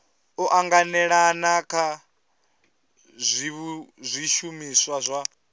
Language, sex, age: Venda, male, 20